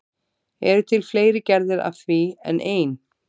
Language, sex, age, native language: Icelandic, female, 30-39, Icelandic